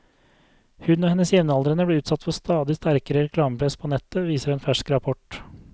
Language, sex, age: Norwegian, male, 32